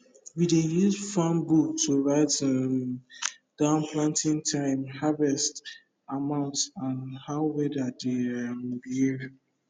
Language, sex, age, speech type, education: Nigerian Pidgin, male, 15-29, spontaneous, tertiary